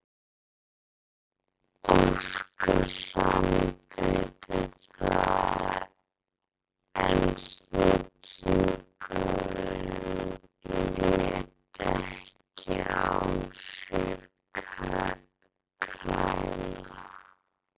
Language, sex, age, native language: Icelandic, female, 11, Icelandic